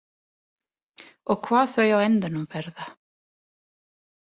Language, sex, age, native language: Icelandic, female, 20-29, Italian